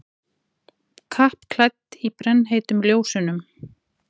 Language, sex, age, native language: Icelandic, female, 40-49, Icelandic